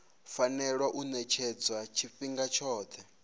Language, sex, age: Venda, male, 26